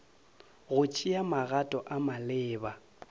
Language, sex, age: Northern Sotho, male, 30